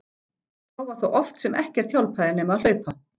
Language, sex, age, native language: Icelandic, female, 14, Icelandic